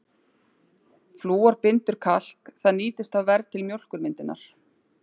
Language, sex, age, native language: Icelandic, female, 30-39, Icelandic